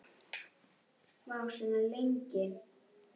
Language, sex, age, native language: Icelandic, female, 10, Icelandic